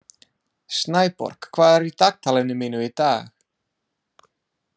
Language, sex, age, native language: Icelandic, male, 30-39, English